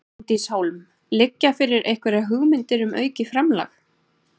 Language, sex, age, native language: Icelandic, female, 30-39, Icelandic